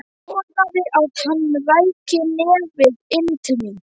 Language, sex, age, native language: Icelandic, male, 12, Icelandic